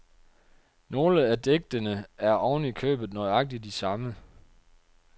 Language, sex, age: Danish, male, 30